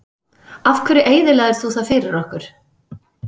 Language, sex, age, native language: Icelandic, female, 30-39, Icelandic